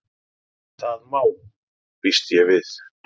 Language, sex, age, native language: Icelandic, male, 30-39, Icelandic